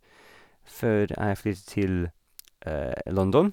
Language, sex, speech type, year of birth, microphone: Norwegian, male, spontaneous, 1981, Sennheiser